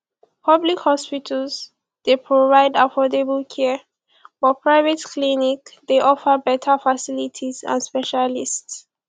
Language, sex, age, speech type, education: Nigerian Pidgin, female, 15-29, spontaneous, tertiary